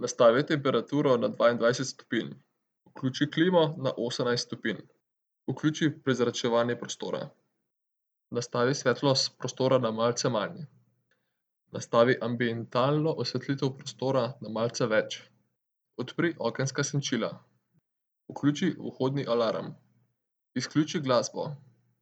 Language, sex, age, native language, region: Slovenian, male, 18-29, Slovenian, Central Slovenia